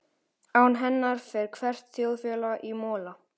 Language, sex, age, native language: Icelandic, male, 12, Icelandic